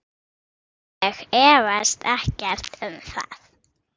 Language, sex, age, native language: Icelandic, female, 6, Icelandic